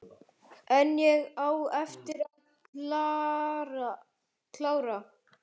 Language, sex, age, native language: Icelandic, male, 11, Icelandic